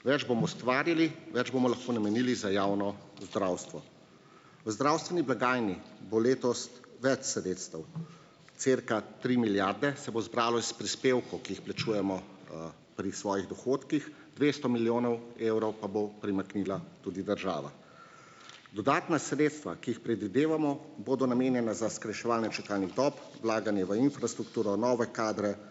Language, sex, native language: Slovenian, male, Slovenian